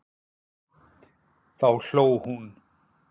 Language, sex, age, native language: Icelandic, male, 40-49, Icelandic